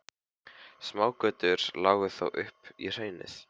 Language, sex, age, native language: Icelandic, male, 15, Icelandic